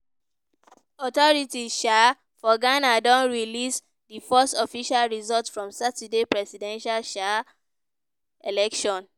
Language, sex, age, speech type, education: Nigerian Pidgin, female, 15-29, spontaneous, tertiary